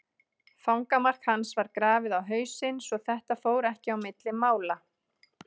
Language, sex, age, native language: Icelandic, female, 30-39, Icelandic